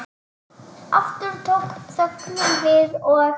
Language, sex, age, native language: Icelandic, female, 9, Icelandic